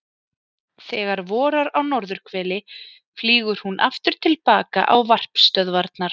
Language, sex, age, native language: Icelandic, female, 30-39, Icelandic